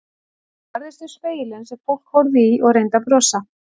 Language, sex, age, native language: Icelandic, female, 40-49, Icelandic